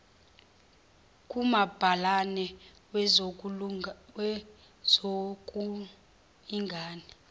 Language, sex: Zulu, female